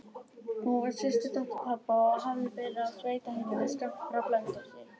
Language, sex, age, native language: Icelandic, female, 18-19, Icelandic